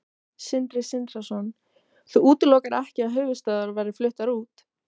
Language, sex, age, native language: Icelandic, female, 18-19, Icelandic